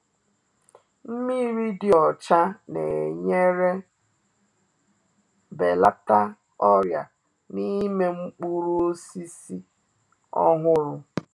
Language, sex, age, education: Igbo, female, 30-45, tertiary